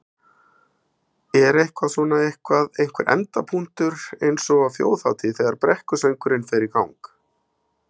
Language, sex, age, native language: Icelandic, male, 50-59, Icelandic